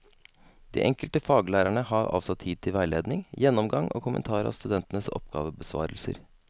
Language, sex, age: Norwegian, male, 32